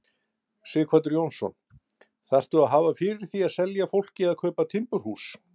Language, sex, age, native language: Icelandic, male, 50-59, Icelandic